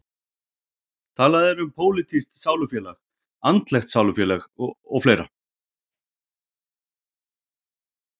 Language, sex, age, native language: Icelandic, male, 40-49, Icelandic